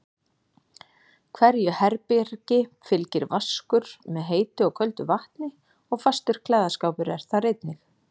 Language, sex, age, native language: Icelandic, female, 40-49, Icelandic